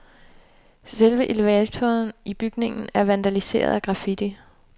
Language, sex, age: Danish, female, 29